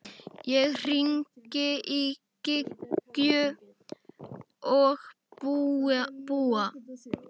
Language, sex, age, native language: Icelandic, male, 11, Icelandic